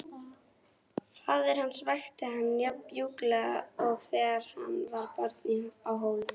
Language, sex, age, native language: Icelandic, female, 18-19, Icelandic